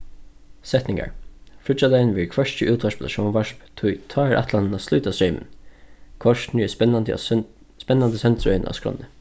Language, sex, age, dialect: Faroese, male, 15-35, Suðurstreymoy